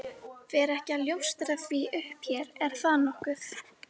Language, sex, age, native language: Icelandic, female, 13, Icelandic